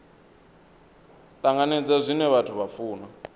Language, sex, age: Venda, male, 22